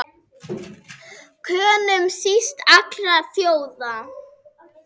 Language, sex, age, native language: Icelandic, female, 8, Icelandic